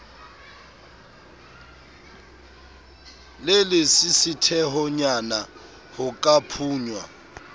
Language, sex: Southern Sotho, male